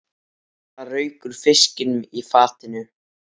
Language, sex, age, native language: Icelandic, male, 13, Icelandic